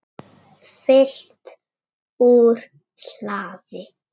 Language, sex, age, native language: Icelandic, male, 6, Icelandic